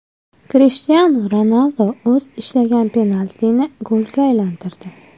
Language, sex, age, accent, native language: Uzbek, female, 19-29, Farg'ona, Uzbek